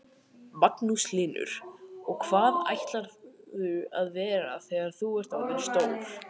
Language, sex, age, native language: Icelandic, male, 18-19, Icelandic